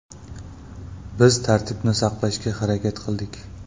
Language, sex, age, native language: Uzbek, male, 25-34, Uzbek